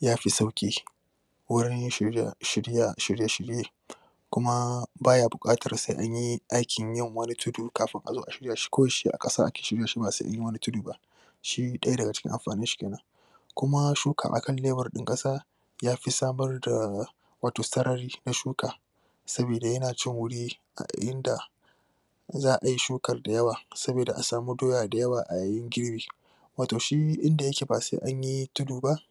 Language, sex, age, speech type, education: Hausa, male, 15-29, spontaneous, tertiary